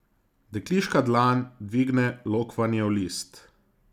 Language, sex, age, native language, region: Slovenian, male, 30-49, Slovenian, Zasavska region